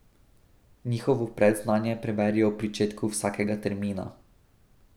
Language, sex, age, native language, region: Slovenian, male, 18-29, Slovenian, Drava region